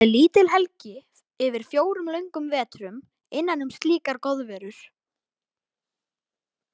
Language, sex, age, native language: Icelandic, male, 18-19, Icelandic